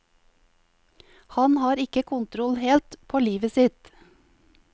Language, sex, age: Norwegian, female, 50